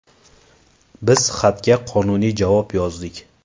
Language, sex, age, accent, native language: Uzbek, male, 19-29, Qashqadaryo, Uzbek